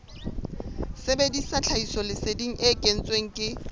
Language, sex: Southern Sotho, female